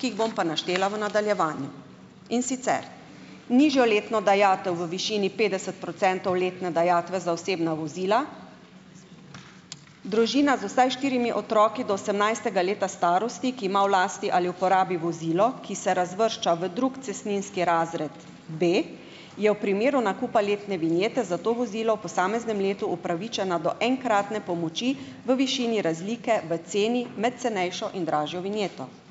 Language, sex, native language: Slovenian, female, Slovenian